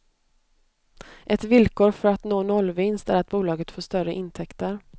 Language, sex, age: Swedish, female, 29